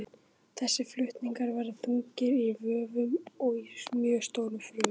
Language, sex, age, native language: Icelandic, male, 18-19, Icelandic